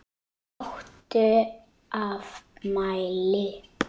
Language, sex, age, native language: Icelandic, male, 9, Icelandic